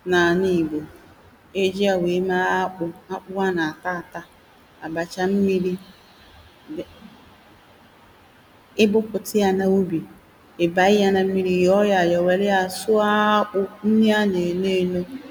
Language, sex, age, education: Igbo, female, 30-45, primary